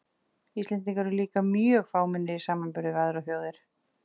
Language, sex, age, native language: Icelandic, female, 40-49, Icelandic